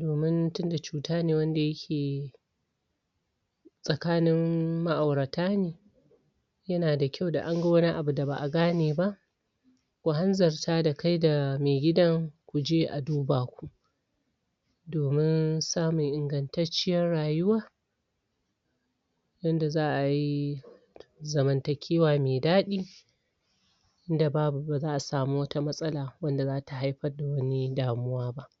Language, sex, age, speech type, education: Hausa, female, 46-60, spontaneous, tertiary